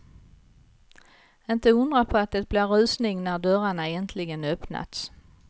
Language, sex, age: Swedish, female, 55